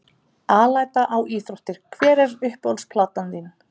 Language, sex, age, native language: Icelandic, female, 30-39, Icelandic